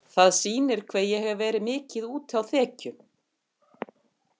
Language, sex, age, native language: Icelandic, female, 50-59, Icelandic